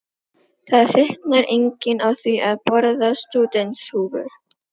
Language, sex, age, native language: Icelandic, female, 12, Filipino